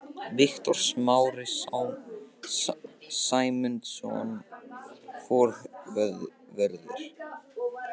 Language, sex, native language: Icelandic, male, Icelandic